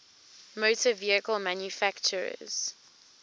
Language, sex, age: English, female, 19